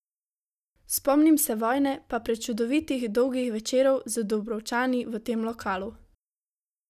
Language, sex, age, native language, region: Slovenian, female, 18-29, Slovenian, Savinja region